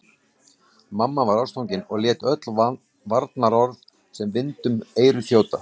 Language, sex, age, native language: Icelandic, male, 40-49, Icelandic